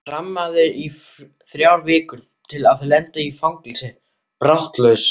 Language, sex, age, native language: Icelandic, male, 12, German